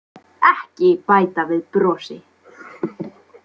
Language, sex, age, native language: Icelandic, female, 20-29, Icelandic